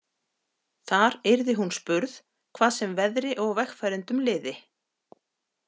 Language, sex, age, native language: Icelandic, female, 40-49, Icelandic